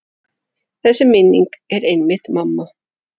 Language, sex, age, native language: Icelandic, male, 8, Icelandic